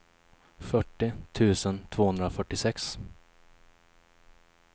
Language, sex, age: Swedish, male, 21